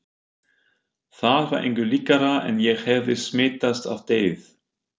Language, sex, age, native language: Icelandic, male, 50-59, German